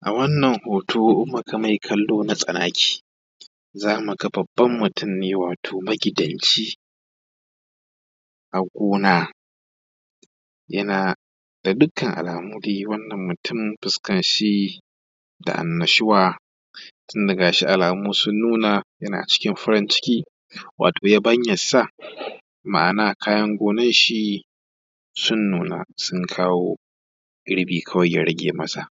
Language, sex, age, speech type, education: Hausa, male, 15-29, spontaneous, tertiary